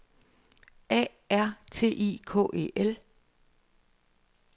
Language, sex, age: Danish, female, 60